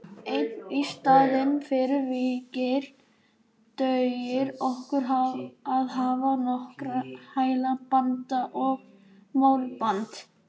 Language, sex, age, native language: Icelandic, male, 18-19, Icelandic